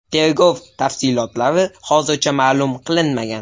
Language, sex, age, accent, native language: Uzbek, male, 18-24, Toshkent shahri, Uzbek